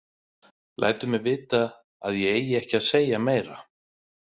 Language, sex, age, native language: Icelandic, male, 20-29, Icelandic